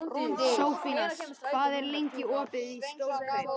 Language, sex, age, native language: Icelandic, male, 13, Icelandic